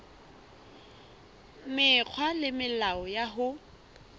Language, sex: Southern Sotho, female